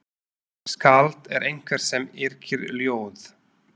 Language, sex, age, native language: Icelandic, male, 40-49, Slovak